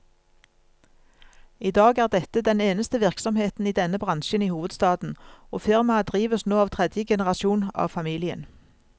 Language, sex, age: Norwegian, female, 47